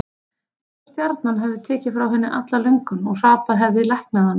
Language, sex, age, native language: Icelandic, female, 30-39, Icelandic